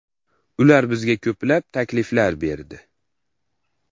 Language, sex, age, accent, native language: Uzbek, male, under 19, Farg'ona, Uzbek